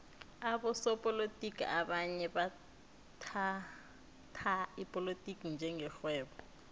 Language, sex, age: South Ndebele, female, 19